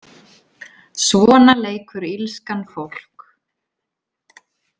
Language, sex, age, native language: Icelandic, female, 30-39, Icelandic